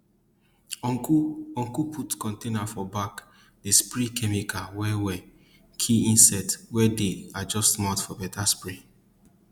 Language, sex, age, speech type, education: Nigerian Pidgin, male, 15-29, spontaneous, tertiary